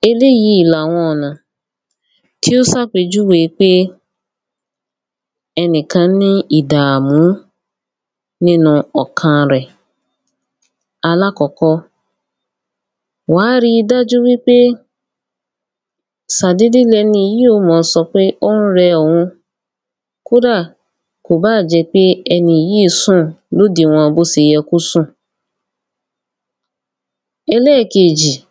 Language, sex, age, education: Yoruba, female, 15-29, tertiary